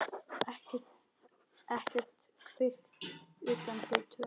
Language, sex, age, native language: Icelandic, male, 10, Icelandic